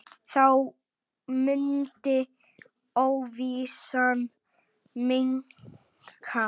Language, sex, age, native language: Icelandic, male, 8, Icelandic